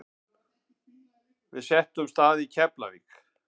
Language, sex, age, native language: Icelandic, male, 50-59, Icelandic